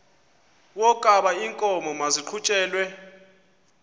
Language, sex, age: Xhosa, male, 24